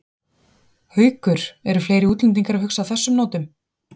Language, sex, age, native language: Icelandic, female, 40-49, Icelandic